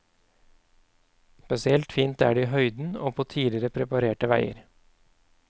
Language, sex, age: Norwegian, male, 31